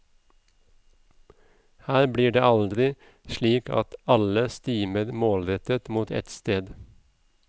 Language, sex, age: Norwegian, male, 37